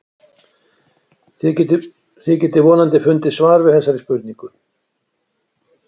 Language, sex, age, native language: Icelandic, male, 60-69, Icelandic